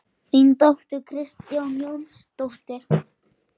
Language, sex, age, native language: Icelandic, male, 10, Icelandic